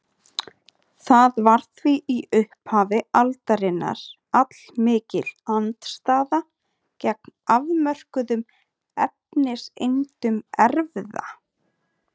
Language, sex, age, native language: Icelandic, female, 30-39, Icelandic